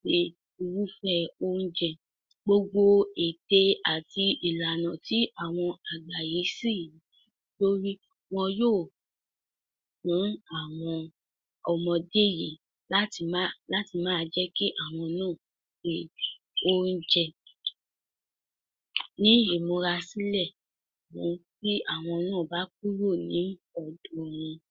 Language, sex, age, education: Yoruba, female, 46-60, tertiary